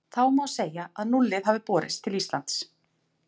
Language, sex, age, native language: Icelandic, female, 40-49, Icelandic